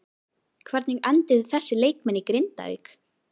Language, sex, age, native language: Icelandic, female, 12, Icelandic